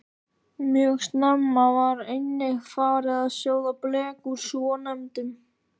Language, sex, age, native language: Icelandic, male, 13, Icelandic